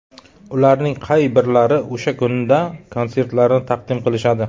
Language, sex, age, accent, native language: Uzbek, male, 25-34, Qashqadaryo, Uzbek